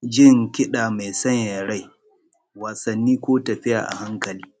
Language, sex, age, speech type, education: Hausa, male, 30-45, spontaneous, tertiary